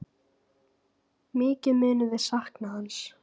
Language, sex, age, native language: Icelandic, female, 9, Icelandic